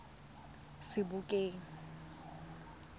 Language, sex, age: Tswana, female, 20